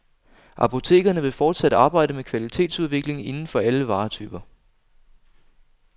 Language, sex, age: Danish, male, 25